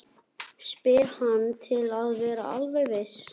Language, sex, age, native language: Icelandic, male, 11, Icelandic